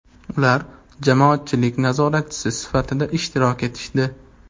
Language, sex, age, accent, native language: Uzbek, male, 18-24, Andijon, Uzbek